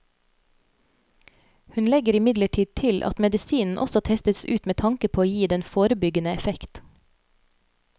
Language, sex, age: Norwegian, female, 30